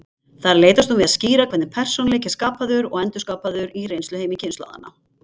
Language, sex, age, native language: Icelandic, female, 50-59, Icelandic